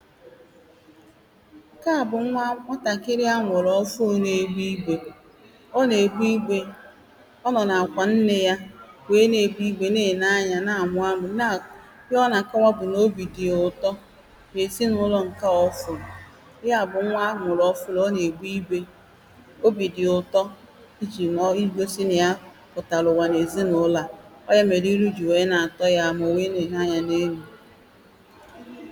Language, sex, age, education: Igbo, female, 30-45, primary